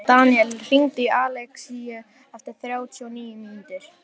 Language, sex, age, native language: Icelandic, male, 11, Icelandic